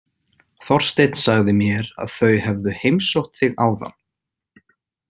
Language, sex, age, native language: Icelandic, male, 18-19, Icelandic